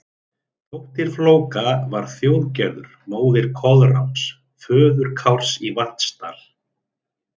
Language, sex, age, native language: Icelandic, male, 30-39, Icelandic